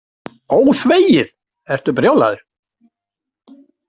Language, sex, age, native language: Icelandic, male, 60-69, Icelandic